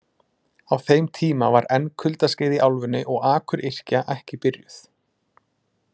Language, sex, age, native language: Icelandic, male, 20-29, Icelandic